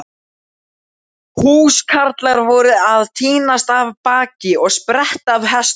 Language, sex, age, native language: Icelandic, male, 12, Icelandic